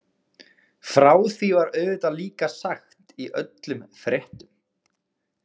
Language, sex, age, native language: Icelandic, male, 20-29, Icelandic